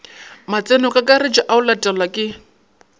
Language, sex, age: Northern Sotho, male, 22